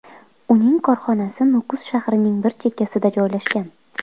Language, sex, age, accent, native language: Uzbek, female, 25-34, Qoraqalpog'iston, Uzbek